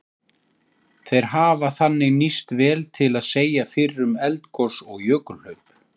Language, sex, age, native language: Icelandic, male, 40-49, Icelandic